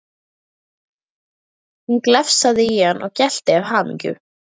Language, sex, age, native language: Icelandic, female, 12, Icelandic